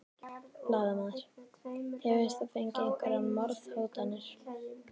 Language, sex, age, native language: Icelandic, female, 13, Icelandic